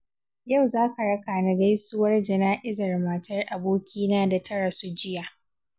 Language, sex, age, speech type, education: Hausa, female, 15-29, read, secondary